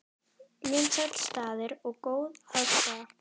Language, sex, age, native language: Icelandic, female, 10, Icelandic